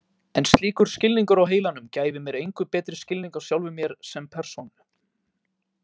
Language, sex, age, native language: Icelandic, male, 18-19, Icelandic